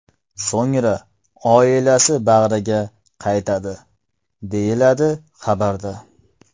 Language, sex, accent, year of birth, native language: Uzbek, male, Farg'ona, 1995, Uzbek